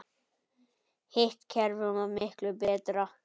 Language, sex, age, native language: Icelandic, male, 9, Icelandic